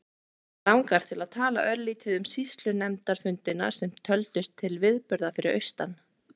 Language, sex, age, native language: Icelandic, female, 20-29, Icelandic